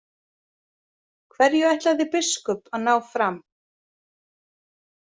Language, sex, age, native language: Icelandic, female, 40-49, Icelandic